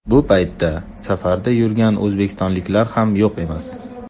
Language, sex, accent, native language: Uzbek, male, Toshkent shahri, Uzbek